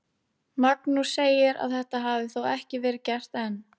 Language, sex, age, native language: Icelandic, female, 18-19, Icelandic